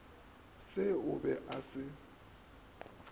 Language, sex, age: Northern Sotho, male, 24